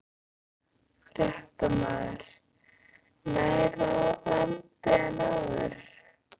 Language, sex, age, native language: Icelandic, female, 15, Icelandic